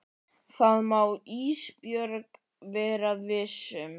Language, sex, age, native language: Icelandic, male, 11, Icelandic